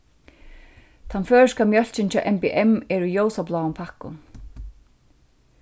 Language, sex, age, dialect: Faroese, female, 36-60, Suðurstreymoy